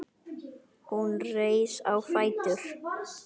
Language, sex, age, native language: Icelandic, male, 9, Icelandic